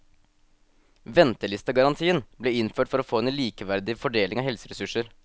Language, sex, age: Norwegian, male, 18